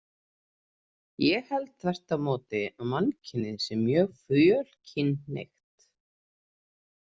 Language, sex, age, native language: Icelandic, female, 30-39, Icelandic